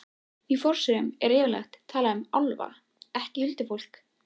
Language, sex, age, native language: Icelandic, female, 13, Icelandic